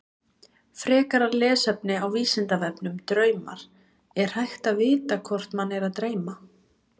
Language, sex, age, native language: Icelandic, female, 20-29, Icelandic